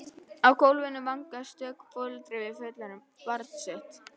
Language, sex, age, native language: Icelandic, female, 11, Icelandic